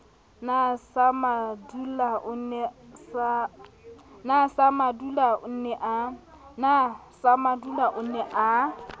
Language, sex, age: Southern Sotho, female, 27